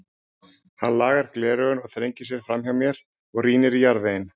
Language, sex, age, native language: Icelandic, male, 40-49, Icelandic